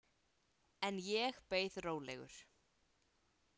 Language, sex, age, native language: Icelandic, female, 18-19, Icelandic